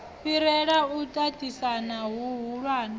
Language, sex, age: Venda, female, 28